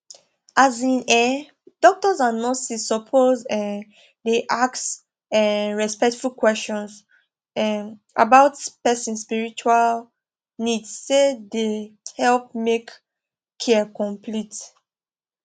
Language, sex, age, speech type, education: Nigerian Pidgin, female, 15-29, spontaneous, tertiary